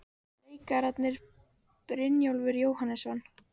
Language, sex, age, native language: Icelandic, female, 18-19, Icelandic